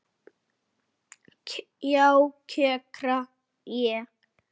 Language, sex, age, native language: Icelandic, male, 8, Icelandic